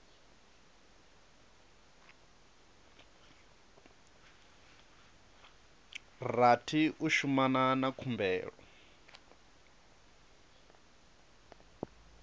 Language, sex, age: Venda, male, 37